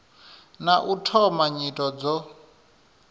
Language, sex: Venda, male